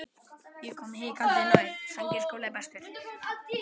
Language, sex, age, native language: Icelandic, male, 10, Icelandic